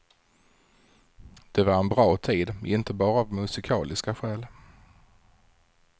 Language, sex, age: Swedish, male, 40